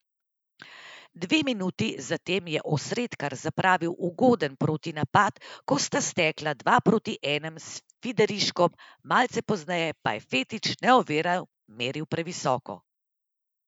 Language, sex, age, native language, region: Slovenian, female, 30-49, Slovenian, Central Slovenia